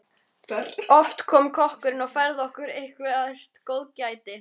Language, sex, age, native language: Icelandic, female, 13, Icelandic